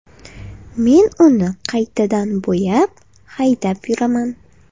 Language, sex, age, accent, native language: Uzbek, female, 18-24, Farg'ona, Uzbek